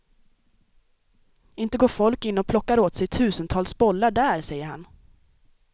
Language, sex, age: Swedish, female, 23